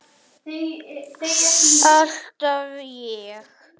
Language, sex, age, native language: Icelandic, male, 8, Icelandic